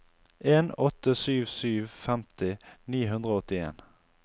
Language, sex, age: Norwegian, male, 28